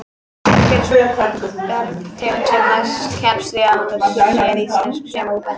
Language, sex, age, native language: Icelandic, female, 18-19, Icelandic